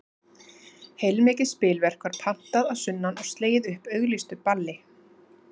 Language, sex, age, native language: Icelandic, female, 30-39, Icelandic